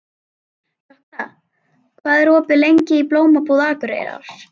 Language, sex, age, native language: Icelandic, female, 11, Icelandic